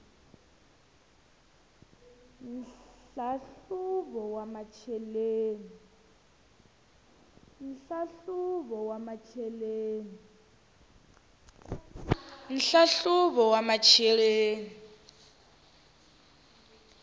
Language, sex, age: Tsonga, female, 19